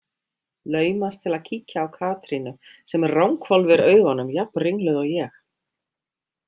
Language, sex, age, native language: Icelandic, female, 50-59, Icelandic